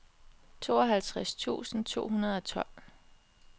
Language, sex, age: Danish, female, 21